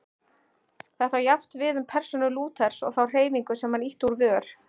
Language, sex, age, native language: Icelandic, female, 40-49, Icelandic